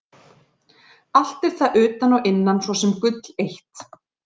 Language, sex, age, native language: Icelandic, female, 40-49, Icelandic